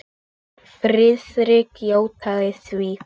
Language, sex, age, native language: Icelandic, male, 8, Icelandic